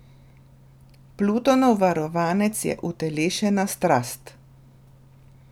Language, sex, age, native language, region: Slovenian, female, 30-49, Slovenian, Drava region